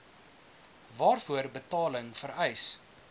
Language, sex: Afrikaans, male